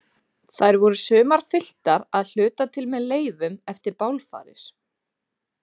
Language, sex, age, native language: Icelandic, female, 20-29, Icelandic